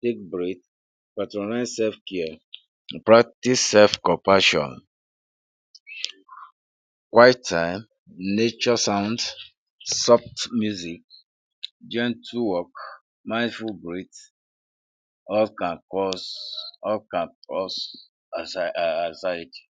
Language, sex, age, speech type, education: Nigerian Pidgin, male, 46-60, spontaneous, secondary